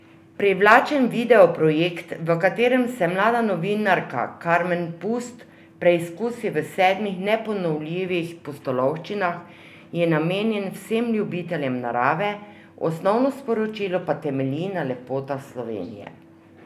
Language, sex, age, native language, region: Slovenian, female, 50-59, Slovenian, Drava region